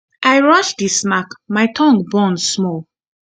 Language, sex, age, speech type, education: Nigerian Pidgin, female, 15-29, spontaneous, tertiary